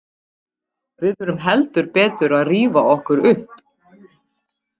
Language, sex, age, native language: Icelandic, female, 20-29, Icelandic